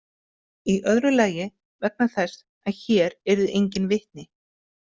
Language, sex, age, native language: Icelandic, female, 50-59, Icelandic